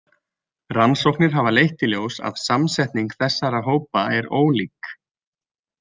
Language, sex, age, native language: Icelandic, male, 20-29, Icelandic